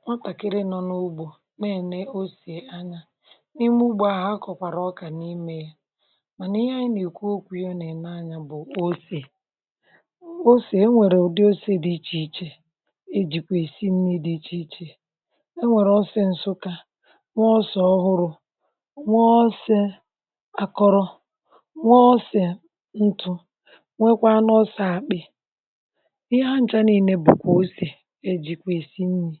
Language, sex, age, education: Igbo, female, 60+, tertiary